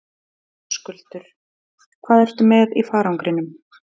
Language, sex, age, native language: Icelandic, female, 20-29, Icelandic